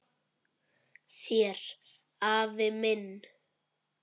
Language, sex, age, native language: Icelandic, male, 9, Icelandic